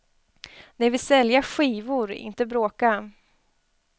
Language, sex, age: Swedish, female, 20